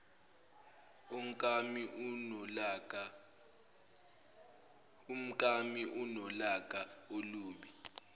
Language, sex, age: Zulu, male, 18